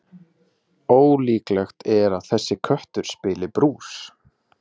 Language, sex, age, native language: Icelandic, male, 20-29, Icelandic